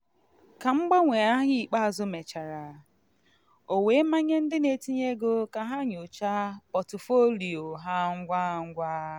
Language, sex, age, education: Igbo, female, 15-29, tertiary